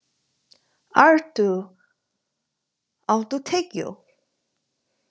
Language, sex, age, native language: Icelandic, female, 30-39, Chinese